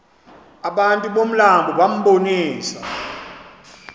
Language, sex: Xhosa, male